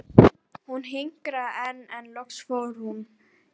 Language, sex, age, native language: Icelandic, female, 12, Icelandic